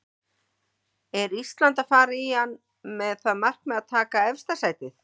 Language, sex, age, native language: Icelandic, female, 40-49, Icelandic